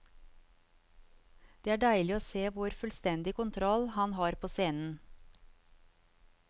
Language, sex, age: Norwegian, female, 54